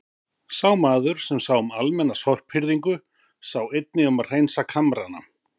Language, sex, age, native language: Icelandic, male, 50-59, Icelandic